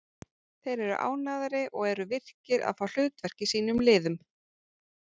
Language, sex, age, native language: Icelandic, female, 40-49, Icelandic